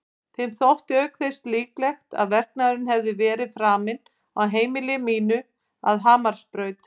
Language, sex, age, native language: Icelandic, female, 50-59, Icelandic